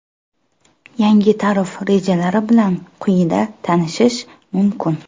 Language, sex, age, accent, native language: Uzbek, female, 25-34, Samarqand, Uzbek